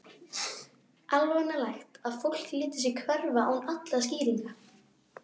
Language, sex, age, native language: Icelandic, female, 12, Icelandic